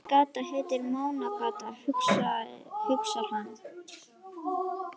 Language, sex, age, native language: Icelandic, female, 11, Icelandic